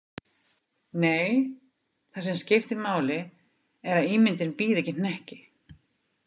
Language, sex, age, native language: Icelandic, female, 50-59, Icelandic